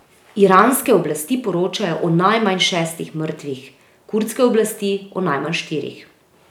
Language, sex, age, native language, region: Slovenian, female, 30-49, Slovenian, Drava region